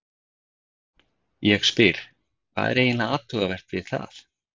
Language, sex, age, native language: Icelandic, male, 50-59, Icelandic